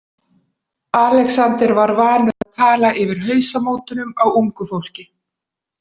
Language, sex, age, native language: Icelandic, female, 40-49, Icelandic